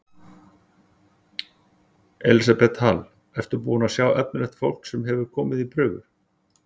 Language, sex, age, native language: Icelandic, male, 40-49, Icelandic